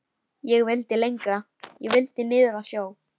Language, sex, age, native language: Icelandic, female, 13, Icelandic